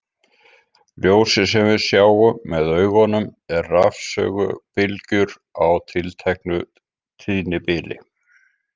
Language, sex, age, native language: Icelandic, male, 50-59, Icelandic